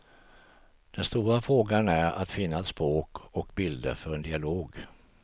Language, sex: Swedish, male